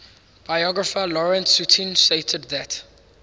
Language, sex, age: English, male, 19